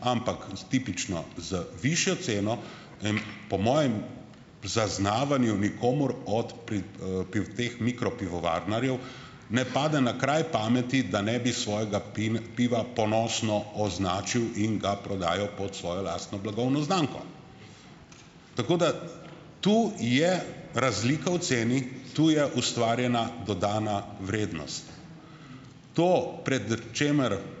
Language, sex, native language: Slovenian, male, Slovenian